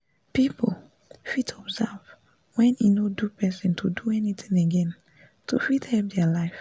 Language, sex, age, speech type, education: Nigerian Pidgin, female, 15-29, spontaneous, tertiary